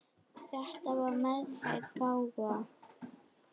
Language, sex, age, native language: Icelandic, male, 7, Icelandic